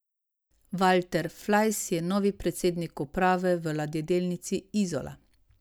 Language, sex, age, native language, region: Slovenian, female, 30-49, Slovenian, Savinja region